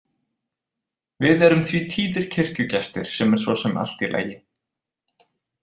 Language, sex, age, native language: Icelandic, male, 20-29, Icelandic